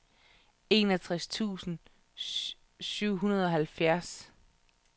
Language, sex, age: Danish, female, 31